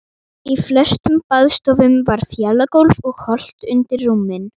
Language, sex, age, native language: Icelandic, female, 12, Icelandic